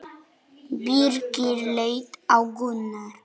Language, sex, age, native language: Icelandic, male, 9, Polish